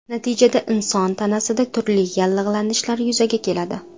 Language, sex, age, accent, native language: Uzbek, female, 18-24, Qashqadaryo, Uzbek